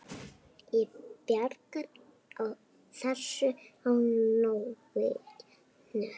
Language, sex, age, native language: Icelandic, female, 6, Icelandic